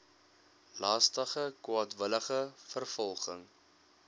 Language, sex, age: Afrikaans, male, 21